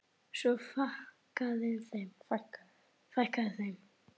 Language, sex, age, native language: Icelandic, male, 8, Icelandic